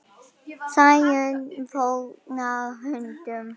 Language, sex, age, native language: Icelandic, female, 10, Icelandic